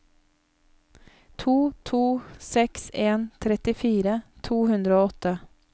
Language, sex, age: Norwegian, female, 31